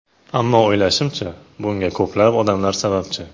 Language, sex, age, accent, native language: Uzbek, male, 18-24, Toshkent viloyati, Uzbek